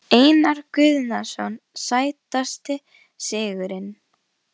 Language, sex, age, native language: Icelandic, female, 12, Icelandic